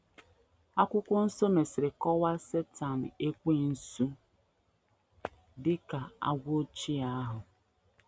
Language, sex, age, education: Igbo, female, 15-29, tertiary